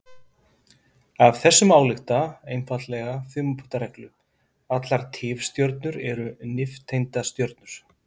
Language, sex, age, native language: Icelandic, male, 50-59, Icelandic